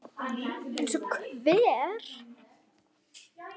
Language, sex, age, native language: Icelandic, female, 8, Icelandic